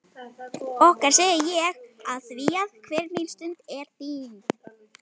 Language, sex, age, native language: Icelandic, male, 11, Icelandic